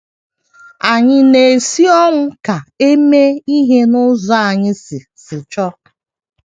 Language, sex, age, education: Igbo, female, 30-45, tertiary